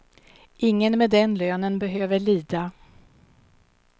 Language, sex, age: Swedish, female, 52